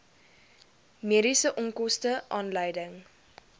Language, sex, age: Afrikaans, female, 19